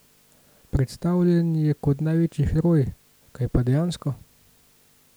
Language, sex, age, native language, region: Slovenian, male, 18-29, Slovenian, Gorenjska region